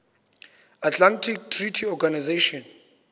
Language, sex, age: Xhosa, male, 22